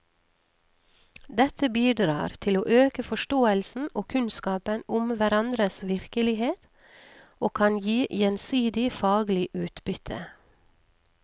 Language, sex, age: Norwegian, female, 39